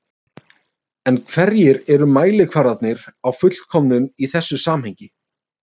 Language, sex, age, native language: Icelandic, male, 30-39, Icelandic